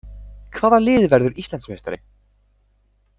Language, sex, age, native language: Icelandic, male, 18-19, Icelandic